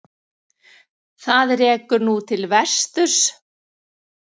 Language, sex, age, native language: Icelandic, female, 60-69, Icelandic